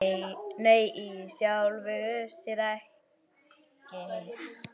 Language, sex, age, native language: Icelandic, female, 10, Icelandic